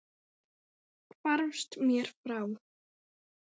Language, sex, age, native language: Icelandic, female, 9, Icelandic